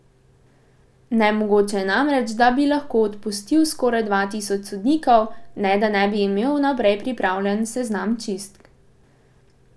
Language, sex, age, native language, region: Slovenian, female, 18-29, Slovenian, Pomurje region